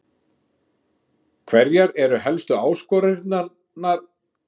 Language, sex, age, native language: Icelandic, male, 50-59, Icelandic